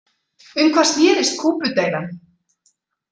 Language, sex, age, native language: Icelandic, female, 40-49, Icelandic